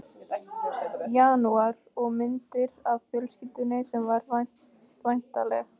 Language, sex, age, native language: Icelandic, female, 15, Icelandic